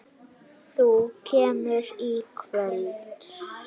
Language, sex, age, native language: Icelandic, male, 8, Icelandic